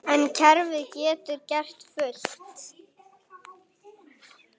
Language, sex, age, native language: Icelandic, male, 8, Icelandic